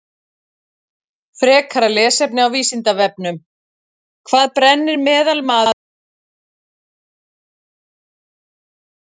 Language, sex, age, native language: Icelandic, female, 40-49, Icelandic